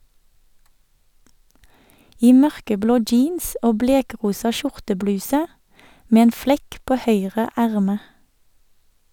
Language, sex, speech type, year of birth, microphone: Norwegian, female, read, 1978, Sennheiser